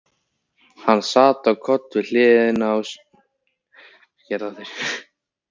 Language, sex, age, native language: Icelandic, male, 15, Icelandic